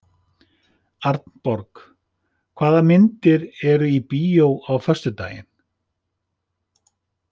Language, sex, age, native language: Icelandic, male, 50-59, Icelandic